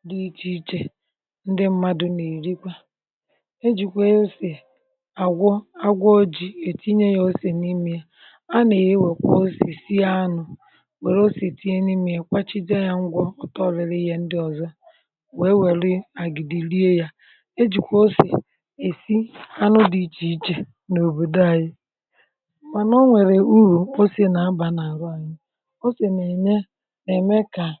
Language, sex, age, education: Igbo, female, 60+, tertiary